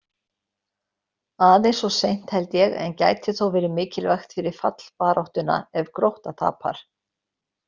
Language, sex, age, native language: Icelandic, female, 60-69, Icelandic